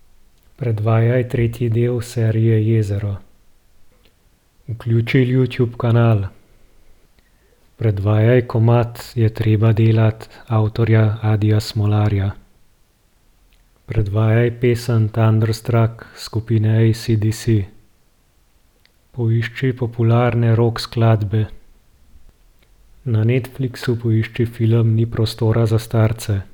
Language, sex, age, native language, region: Slovenian, male, 30-49, Slovenian, Gorenjska region